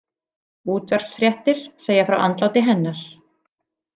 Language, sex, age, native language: Icelandic, female, 40-49, Icelandic